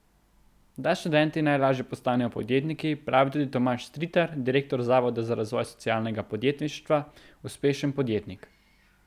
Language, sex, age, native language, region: Slovenian, male, 18-29, Slovenian, Central Slovenia